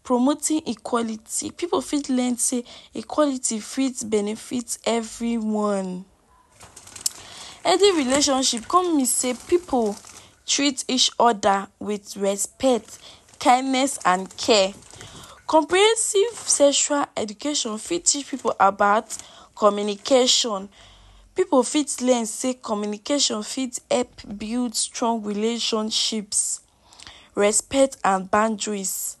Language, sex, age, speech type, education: Nigerian Pidgin, female, 46-60, spontaneous, tertiary